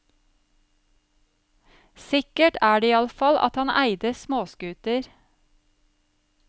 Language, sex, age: Norwegian, female, 35